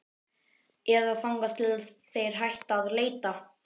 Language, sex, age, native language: Icelandic, male, 12, Icelandic